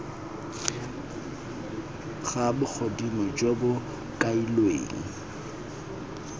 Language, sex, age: Tswana, male, 21